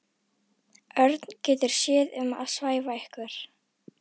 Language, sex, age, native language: Icelandic, female, 11, Icelandic